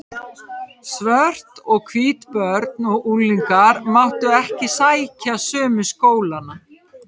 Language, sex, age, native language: Icelandic, female, 50-59, Icelandic